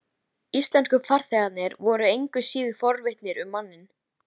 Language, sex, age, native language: Icelandic, female, 13, Icelandic